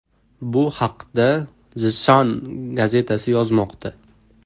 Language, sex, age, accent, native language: Uzbek, male, 18-24, Toshkent shahri, Uzbek